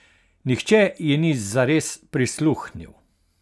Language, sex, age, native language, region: Slovenian, male, 60+, Slovenian, Carinthia region